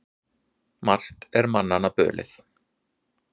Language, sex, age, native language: Icelandic, male, 40-49, Icelandic